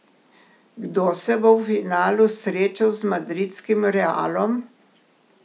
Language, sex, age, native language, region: Slovenian, female, 60+, Slovenian, Primorsko-notranjska region